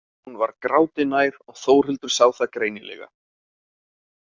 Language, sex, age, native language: Icelandic, male, 30-39, Icelandic